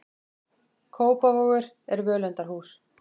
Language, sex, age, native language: Icelandic, female, 20-29, Icelandic